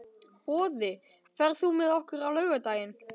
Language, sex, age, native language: Icelandic, male, 12, Icelandic